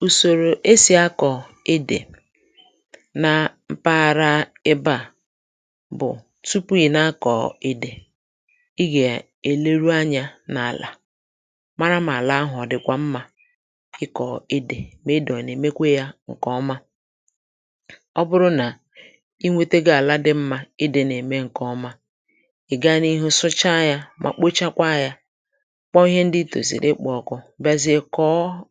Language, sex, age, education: Igbo, female, 46-60, tertiary